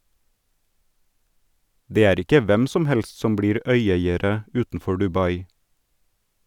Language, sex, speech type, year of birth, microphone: Norwegian, male, read, 1979, Sennheiser